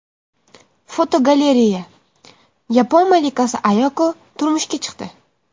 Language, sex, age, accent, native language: Uzbek, female, 18-24, Farg'ona, Uzbek